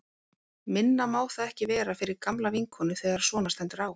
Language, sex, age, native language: Icelandic, female, 18-19, Icelandic